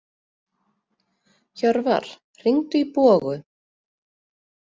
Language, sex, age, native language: Icelandic, female, 30-39, Icelandic